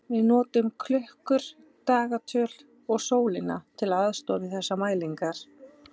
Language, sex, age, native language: Icelandic, female, 20-29, Icelandic